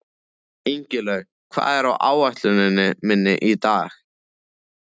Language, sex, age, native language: Icelandic, male, 14, Icelandic